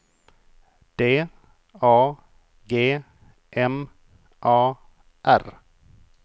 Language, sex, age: Swedish, male, 28